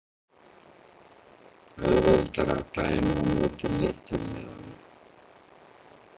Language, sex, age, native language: Icelandic, male, 50-59, Icelandic